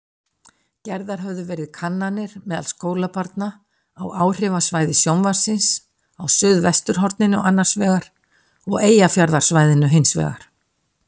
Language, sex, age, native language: Icelandic, female, 60-69, Icelandic